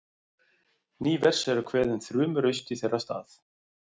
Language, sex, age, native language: Icelandic, male, 40-49, Icelandic